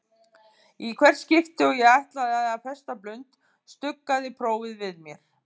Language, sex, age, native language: Icelandic, female, 50-59, Icelandic